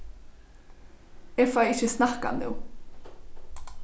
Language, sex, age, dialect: Faroese, female, 15-35, Norðurstreymoy/Eysturoy